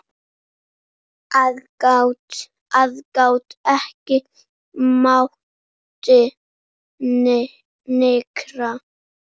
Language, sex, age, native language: Icelandic, male, 8, Icelandic